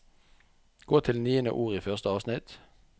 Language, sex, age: Norwegian, male, 44